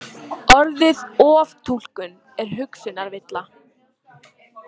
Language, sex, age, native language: Icelandic, female, 18-19, Icelandic